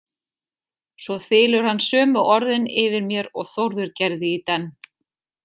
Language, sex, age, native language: Icelandic, female, 30-39, Icelandic